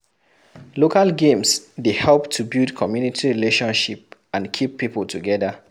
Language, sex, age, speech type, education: Nigerian Pidgin, male, 15-29, read, secondary